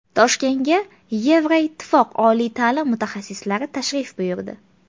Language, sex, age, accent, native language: Uzbek, female, 25-34, Farg'ona, Uzbek